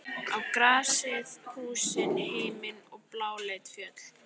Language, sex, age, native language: Icelandic, female, 13, Icelandic